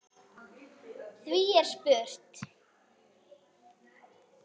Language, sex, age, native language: Icelandic, female, 8, Icelandic